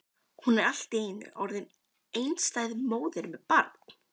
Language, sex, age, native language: Icelandic, female, 12, Icelandic